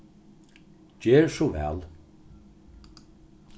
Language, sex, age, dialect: Faroese, male, 61+, Norðurstreymoy/Eysturoy